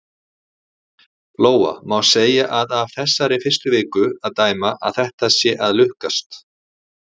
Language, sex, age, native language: Icelandic, male, 40-49, Icelandic